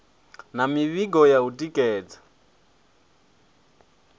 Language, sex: Venda, male